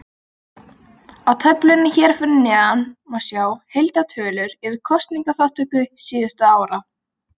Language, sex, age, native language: Icelandic, female, 20-29, Icelandic